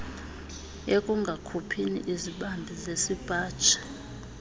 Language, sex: Xhosa, female